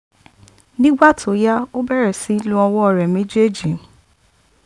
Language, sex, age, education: Yoruba, female, 15-29, tertiary